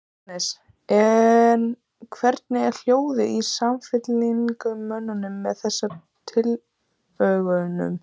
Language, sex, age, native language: Icelandic, female, 14, Icelandic